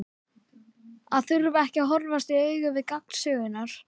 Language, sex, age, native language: Icelandic, female, 12, Icelandic